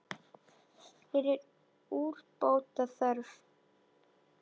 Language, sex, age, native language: Icelandic, female, 10, Icelandic